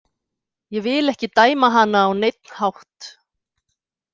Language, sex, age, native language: Icelandic, female, 50-59, Icelandic